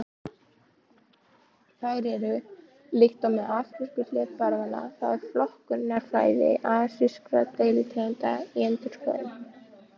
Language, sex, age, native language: Icelandic, female, 18-19, Icelandic